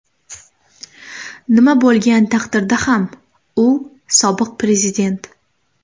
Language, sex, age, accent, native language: Uzbek, female, 18-24, Namangan, Uzbek